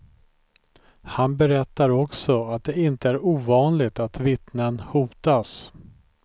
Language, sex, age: Swedish, male, 43